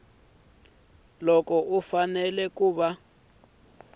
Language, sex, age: Tsonga, male, 26